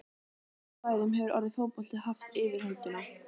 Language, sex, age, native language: Icelandic, female, 18-19, Icelandic